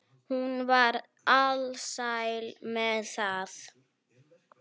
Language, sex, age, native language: Icelandic, female, 9, Icelandic